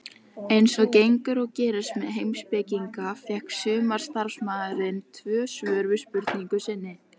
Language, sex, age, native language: Icelandic, female, 18-19, Icelandic